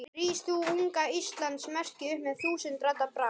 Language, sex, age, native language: Icelandic, male, 12, Icelandic